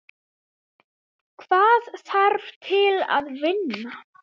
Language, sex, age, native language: Icelandic, female, 7, Icelandic